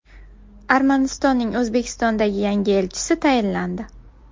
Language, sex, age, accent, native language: Uzbek, female, 19-29, Buxoro, Uzbek